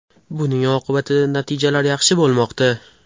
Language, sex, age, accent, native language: Uzbek, male, 18-24, Toshkent shahri, Uzbek